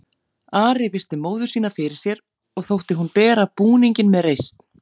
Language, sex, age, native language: Icelandic, female, 40-49, Icelandic